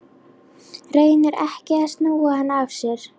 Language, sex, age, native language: Icelandic, female, 11, Icelandic